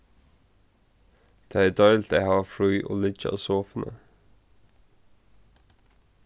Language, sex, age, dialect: Faroese, male, 15-35, Norðurstreymoy/Eysturoy